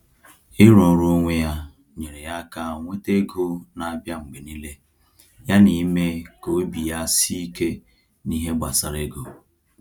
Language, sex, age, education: Igbo, male, 30-45, tertiary